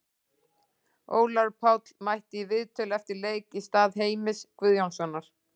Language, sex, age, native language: Icelandic, female, 40-49, Icelandic